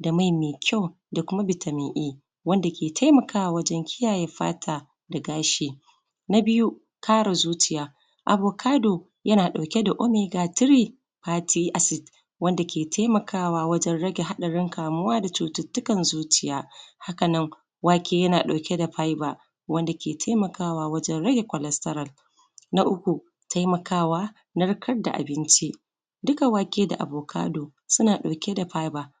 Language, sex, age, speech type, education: Hausa, female, 30-45, spontaneous, secondary